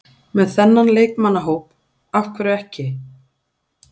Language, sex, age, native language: Icelandic, female, 40-49, Icelandic